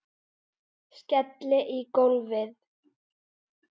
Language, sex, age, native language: Icelandic, female, 10, Icelandic